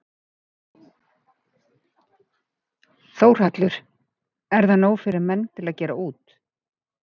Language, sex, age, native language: Icelandic, female, 50-59, Icelandic